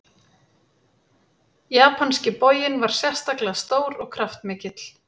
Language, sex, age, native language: Icelandic, female, 30-39, Icelandic